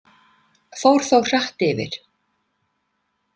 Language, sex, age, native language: Icelandic, female, 50-59, Icelandic